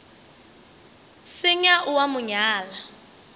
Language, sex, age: Northern Sotho, female, 24